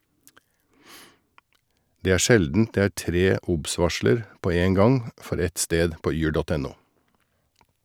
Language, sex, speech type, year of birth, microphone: Norwegian, male, read, 1961, Shure